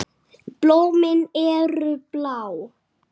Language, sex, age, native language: Icelandic, male, 6, Icelandic